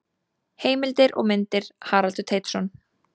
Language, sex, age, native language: Icelandic, female, 20-29, Icelandic